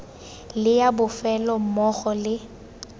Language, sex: Tswana, female